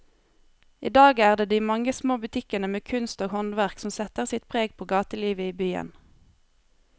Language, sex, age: Norwegian, female, 23